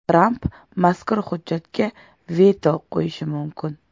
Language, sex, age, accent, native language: Uzbek, female, 25-34, Toshkent shahri, Uzbek